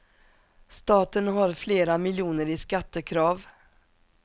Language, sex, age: Swedish, female, 47